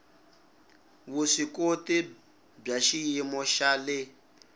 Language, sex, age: Tsonga, male, 19